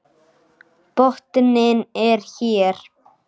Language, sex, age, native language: Icelandic, male, 9, Icelandic